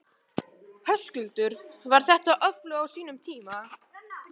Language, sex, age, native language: Icelandic, male, 11, Icelandic